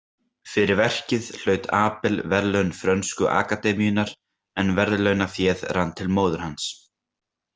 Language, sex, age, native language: Icelandic, male, 18-19, Icelandic